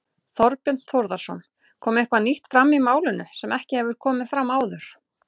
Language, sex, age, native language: Icelandic, female, 30-39, Icelandic